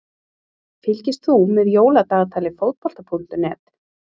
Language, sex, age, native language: Icelandic, female, 30-39, Icelandic